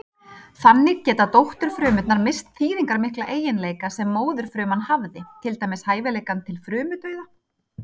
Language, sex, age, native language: Icelandic, female, 30-39, Icelandic